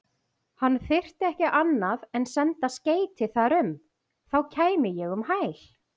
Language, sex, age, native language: Icelandic, female, 40-49, Icelandic